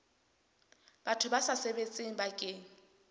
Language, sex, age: Southern Sotho, female, 23